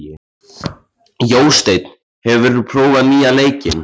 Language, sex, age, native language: Icelandic, male, 14, Icelandic